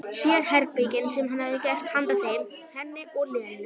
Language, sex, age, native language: Icelandic, female, 12, Icelandic